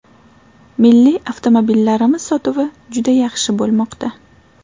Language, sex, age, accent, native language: Uzbek, female, 18-24, Toshkent shahri, Uzbek